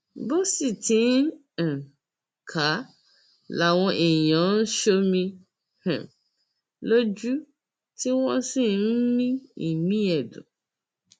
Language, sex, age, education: Yoruba, female, 30-45, tertiary